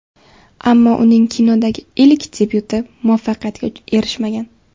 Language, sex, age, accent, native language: Uzbek, female, 18-24, Samarqand, Uzbek